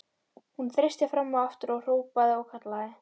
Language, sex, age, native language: Icelandic, female, 12, Icelandic